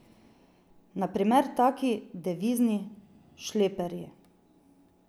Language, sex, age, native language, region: Slovenian, female, 30-49, Slovenian, Drava region